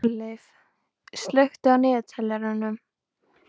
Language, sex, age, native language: Icelandic, female, 12, Icelandic